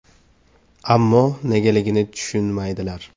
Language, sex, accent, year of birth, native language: Uzbek, male, Samarqand, 2004, Uzbek